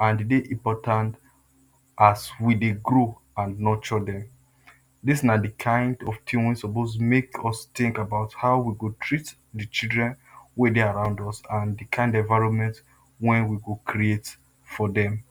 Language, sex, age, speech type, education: Nigerian Pidgin, male, 30-45, spontaneous, tertiary